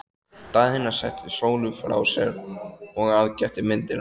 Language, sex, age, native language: Icelandic, male, 14, Icelandic